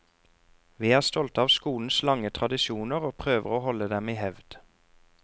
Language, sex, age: Norwegian, male, 34